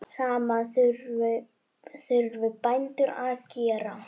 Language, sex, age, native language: Icelandic, female, 8, Icelandic